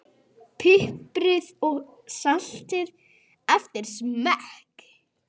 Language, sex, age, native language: Icelandic, female, 9, Icelandic